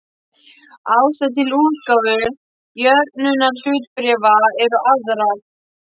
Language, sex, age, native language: Icelandic, male, 12, Icelandic